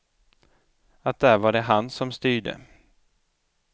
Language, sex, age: Swedish, male, 29